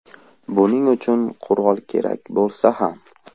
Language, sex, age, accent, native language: Uzbek, male, 18-24, Andijon, Uzbek